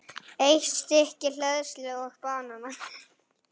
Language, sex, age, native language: Icelandic, male, 8, Icelandic